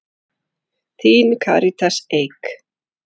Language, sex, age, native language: Icelandic, male, 8, Icelandic